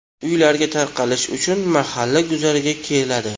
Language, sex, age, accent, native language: Uzbek, male, 25-34, Toshkent shahri, Uzbek